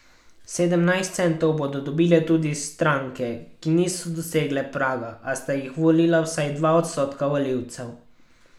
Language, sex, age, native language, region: Slovenian, male, 12-17, Slovenian, Carinthia region